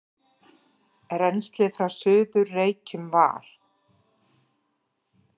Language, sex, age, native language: Icelandic, female, 40-49, Icelandic